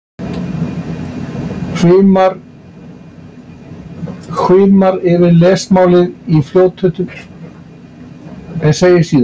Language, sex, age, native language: Icelandic, male, 60-69, Icelandic